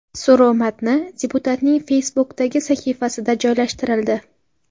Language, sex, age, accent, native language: Uzbek, female, 18-24, Qashqadaryo, Uzbek